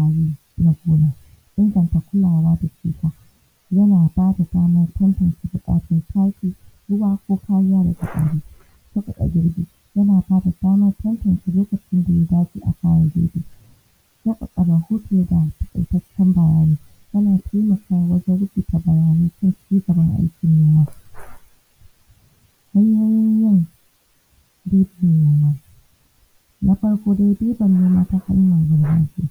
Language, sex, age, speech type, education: Hausa, female, 15-29, spontaneous, tertiary